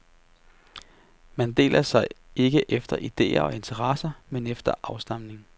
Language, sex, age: Danish, male, 33